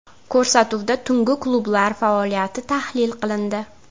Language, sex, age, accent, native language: Uzbek, female, 18-24, Navoiy, Uzbek